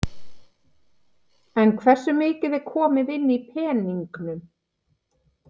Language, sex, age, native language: Icelandic, female, 50-59, Icelandic